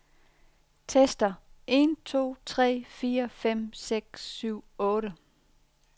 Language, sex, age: Danish, female, 40